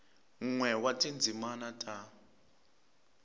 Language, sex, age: Tsonga, male, 23